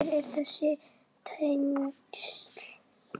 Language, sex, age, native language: Icelandic, male, 10, Icelandic